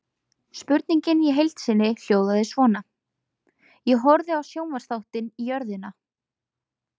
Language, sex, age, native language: Icelandic, female, 20-29, Icelandic